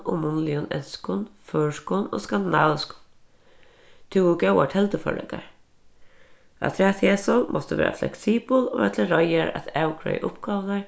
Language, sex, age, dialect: Faroese, female, 36-60, Norðurstreymoy/Eysturoy